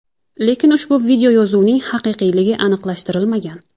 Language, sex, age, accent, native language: Uzbek, female, 19-29, Jizzax, Uzbek